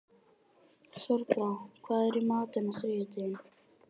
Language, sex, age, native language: Icelandic, male, 18-19, Icelandic